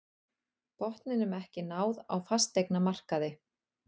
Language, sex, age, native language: Icelandic, female, 40-49, Icelandic